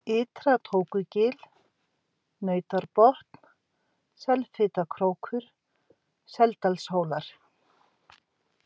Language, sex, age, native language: Icelandic, female, 50-59, Icelandic